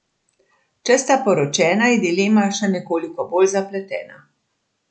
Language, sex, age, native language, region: Slovenian, female, 60+, Slovenian, Central Slovenia